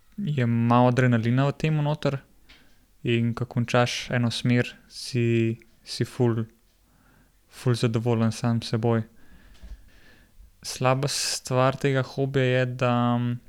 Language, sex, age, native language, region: Slovenian, male, 18-29, Slovenian, Gorenjska region